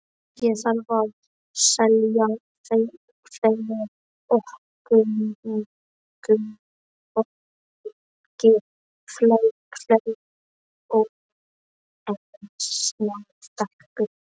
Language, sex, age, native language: Icelandic, male, 12, Icelandic